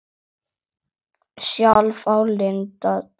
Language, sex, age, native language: Icelandic, male, 8, Icelandic